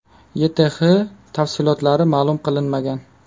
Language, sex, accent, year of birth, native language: Uzbek, male, Qashqadaryo, 2000, Uzbek